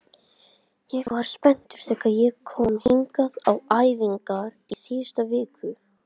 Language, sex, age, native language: Icelandic, male, 20-29, Icelandic